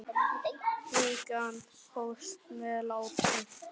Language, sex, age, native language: Icelandic, male, 9, Icelandic